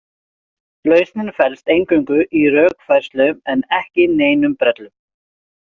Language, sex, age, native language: Icelandic, male, 40-49, Icelandic